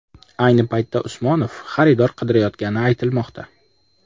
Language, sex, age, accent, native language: Uzbek, male, 25-34, Jizzax, Uzbek